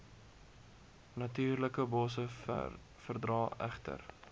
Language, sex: Afrikaans, male